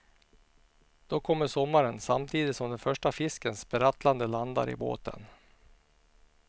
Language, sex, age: Swedish, male, 49